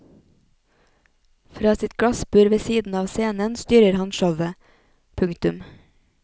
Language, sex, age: Norwegian, female, 28